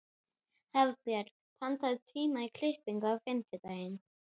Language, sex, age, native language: Icelandic, female, 12, Icelandic